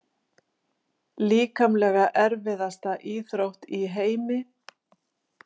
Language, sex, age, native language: Icelandic, female, 60-69, Icelandic